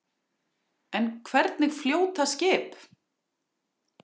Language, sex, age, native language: Icelandic, female, 40-49, Icelandic